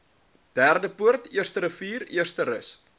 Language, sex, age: Afrikaans, male, 23